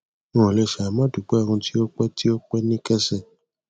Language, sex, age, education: Yoruba, male, 15-29, tertiary